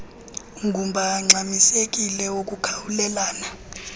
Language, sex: Xhosa, female